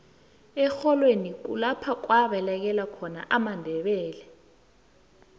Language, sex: South Ndebele, female